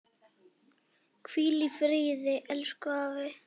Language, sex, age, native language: Icelandic, female, 9, Icelandic